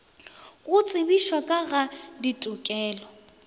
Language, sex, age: Northern Sotho, female, 24